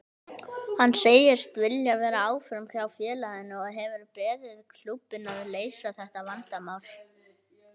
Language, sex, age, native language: Icelandic, male, 18-19, Icelandic